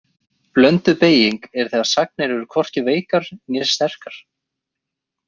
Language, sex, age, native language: Icelandic, male, 20-29, Icelandic